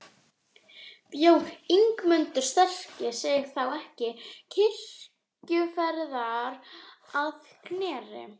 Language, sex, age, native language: Icelandic, female, 12, Icelandic